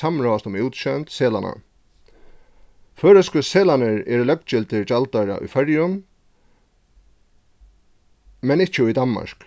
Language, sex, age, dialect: Faroese, male, 36-60, Suðurstreymoy